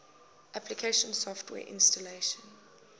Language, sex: English, female